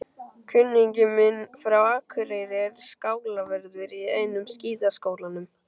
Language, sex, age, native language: Icelandic, male, 12, Icelandic